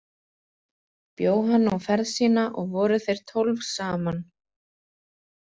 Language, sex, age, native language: Icelandic, female, 40-49, Icelandic